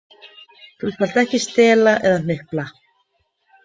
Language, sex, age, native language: Icelandic, female, 50-59, Icelandic